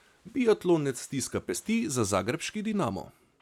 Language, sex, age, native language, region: Slovenian, male, 30-49, Slovenian, Savinja region